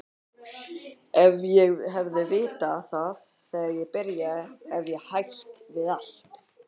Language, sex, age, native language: Icelandic, male, 18-19, Icelandic